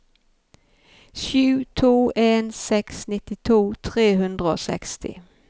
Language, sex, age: Norwegian, female, 51